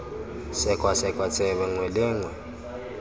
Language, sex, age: Tswana, male, 25